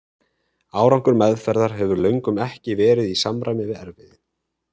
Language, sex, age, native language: Icelandic, male, 30-39, Icelandic